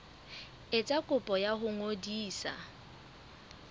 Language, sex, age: Southern Sotho, female, 24